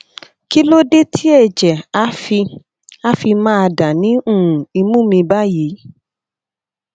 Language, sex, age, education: Yoruba, female, 30-45, tertiary